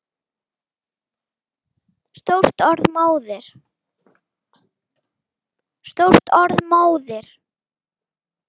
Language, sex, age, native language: Icelandic, female, 9, Icelandic